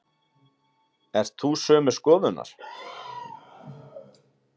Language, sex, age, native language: Icelandic, male, 30-39, Icelandic